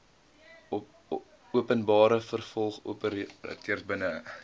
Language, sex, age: Afrikaans, male, 20